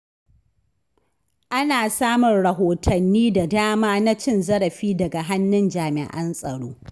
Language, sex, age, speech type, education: Hausa, female, 15-29, read, tertiary